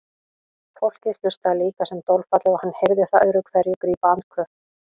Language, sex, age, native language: Icelandic, female, 40-49, Icelandic